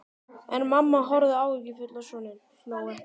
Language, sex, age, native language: Icelandic, male, 12, Icelandic